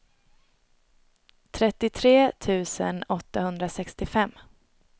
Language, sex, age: Swedish, female, 22